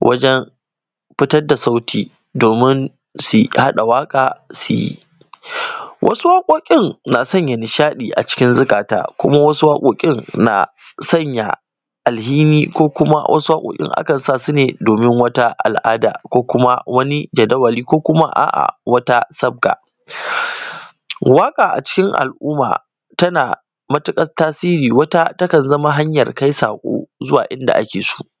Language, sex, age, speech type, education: Hausa, male, 15-29, spontaneous, primary